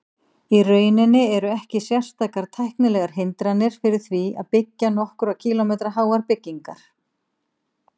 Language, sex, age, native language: Icelandic, female, 50-59, Icelandic